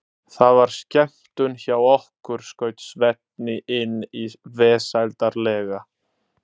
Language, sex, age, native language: Icelandic, male, 30-39, Italian